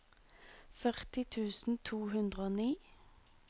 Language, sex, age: Norwegian, female, 26